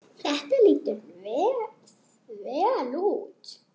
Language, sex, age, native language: Icelandic, female, 8, Icelandic